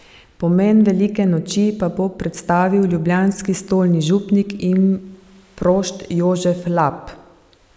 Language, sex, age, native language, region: Slovenian, female, 50-59, Slovenian, Savinja region